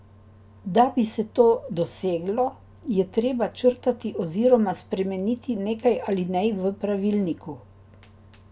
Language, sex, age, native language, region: Slovenian, female, 60+, Slovenian, Drava region